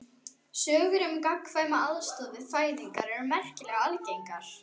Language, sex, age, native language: Icelandic, female, 11, Icelandic